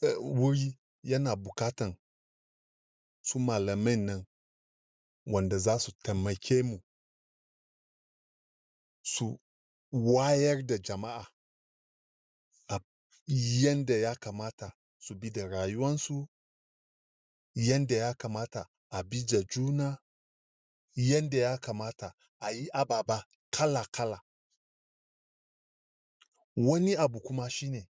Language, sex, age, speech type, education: Hausa, male, 30-45, spontaneous, tertiary